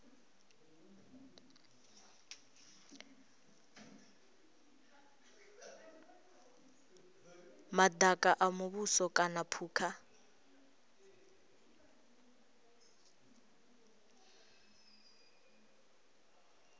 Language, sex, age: Venda, female, 20